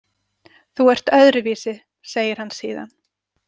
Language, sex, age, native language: Icelandic, female, 40-49, Icelandic